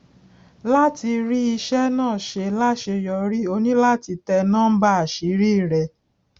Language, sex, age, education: Yoruba, female, 46-60, tertiary